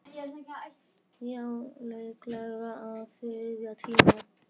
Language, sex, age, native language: Icelandic, male, 10, Icelandic